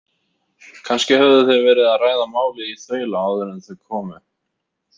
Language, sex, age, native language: Icelandic, male, 30-39, Icelandic